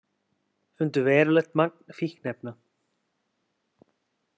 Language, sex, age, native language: Icelandic, male, 30-39, Icelandic